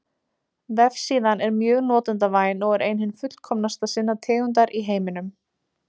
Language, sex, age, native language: Icelandic, female, 20-29, Icelandic